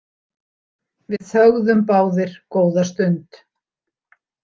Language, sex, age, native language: Icelandic, female, 60-69, Icelandic